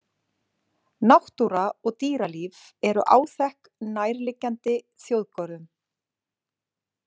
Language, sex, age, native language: Icelandic, female, 40-49, Icelandic